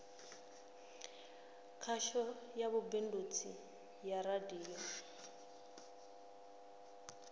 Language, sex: Venda, female